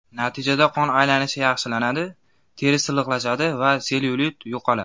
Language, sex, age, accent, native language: Uzbek, male, 19-29, Andijon, Uzbek